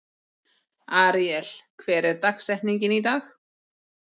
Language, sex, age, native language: Icelandic, female, 40-49, Icelandic